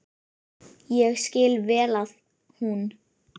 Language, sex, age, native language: Icelandic, female, 10, Icelandic